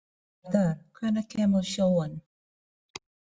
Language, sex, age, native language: Icelandic, female, 40-49, Filipino